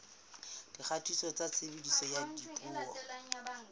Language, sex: Southern Sotho, female